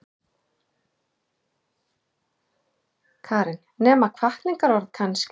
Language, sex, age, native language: Icelandic, male, 11, Icelandic